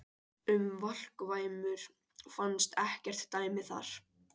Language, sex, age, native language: Icelandic, male, 18-19, Icelandic